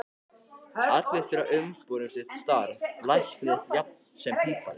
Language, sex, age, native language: Icelandic, male, 14, Icelandic